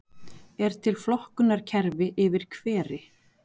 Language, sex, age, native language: Icelandic, female, 40-49, Icelandic